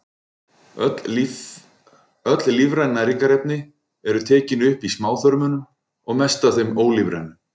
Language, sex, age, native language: Icelandic, male, 40-49, Icelandic